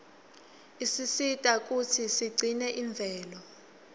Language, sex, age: Swati, female, 21